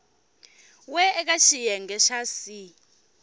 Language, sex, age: Tsonga, female, 21